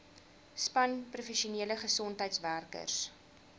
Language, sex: Afrikaans, female